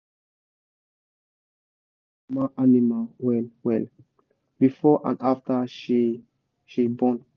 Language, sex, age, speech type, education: Nigerian Pidgin, male, 15-29, spontaneous, tertiary